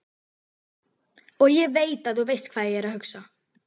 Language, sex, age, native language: Icelandic, female, 12, Icelandic